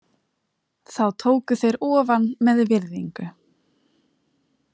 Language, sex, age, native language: Icelandic, female, 20-29, Icelandic